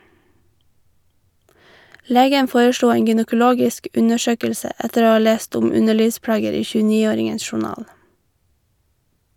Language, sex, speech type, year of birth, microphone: Norwegian, female, read, 1989, Shure